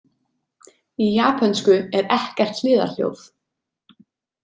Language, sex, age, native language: Icelandic, female, 30-39, Icelandic